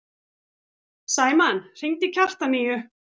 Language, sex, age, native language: Icelandic, female, 40-49, Icelandic